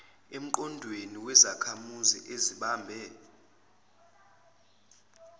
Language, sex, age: Zulu, male, 25